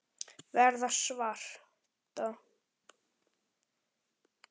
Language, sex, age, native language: Icelandic, male, 10, Icelandic